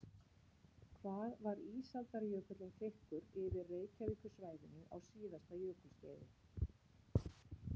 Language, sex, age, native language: Icelandic, female, 50-59, Icelandic